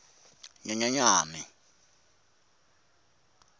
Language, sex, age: Tsonga, male, 22